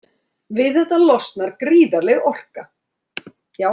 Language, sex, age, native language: Icelandic, female, 30-39, Icelandic